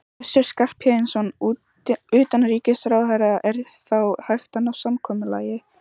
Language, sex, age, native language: Icelandic, female, 14, Icelandic